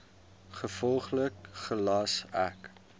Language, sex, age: Afrikaans, male, 22